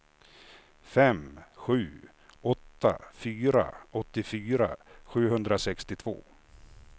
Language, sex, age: Swedish, male, 56